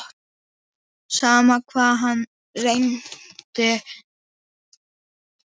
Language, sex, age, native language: Icelandic, male, 8, Icelandic